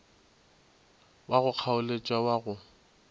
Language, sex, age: Northern Sotho, male, 24